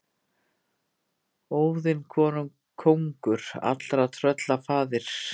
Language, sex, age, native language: Icelandic, female, 50-59, Icelandic